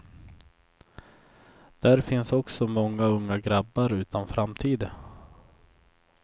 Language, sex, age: Swedish, male, 24